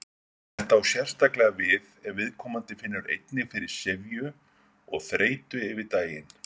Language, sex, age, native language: Icelandic, male, 50-59, Icelandic